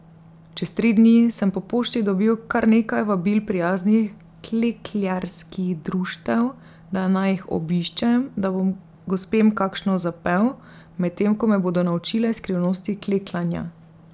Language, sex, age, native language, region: Slovenian, female, 30-49, Slovenian, Drava region